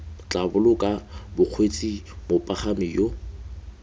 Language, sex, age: Tswana, male, 20